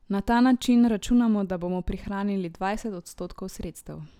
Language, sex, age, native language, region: Slovenian, male, 18-29, Slovenian, Drava region